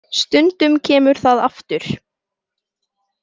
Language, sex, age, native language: Icelandic, male, 18-19, Icelandic